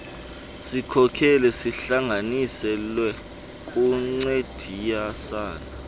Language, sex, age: Xhosa, male, 20